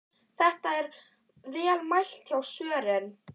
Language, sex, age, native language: Icelandic, female, 11, Icelandic